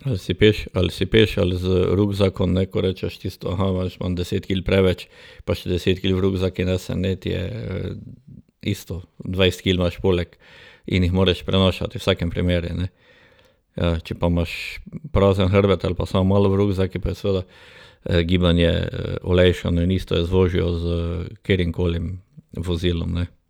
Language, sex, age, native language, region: Slovenian, male, 60+, Slovenian, Drava region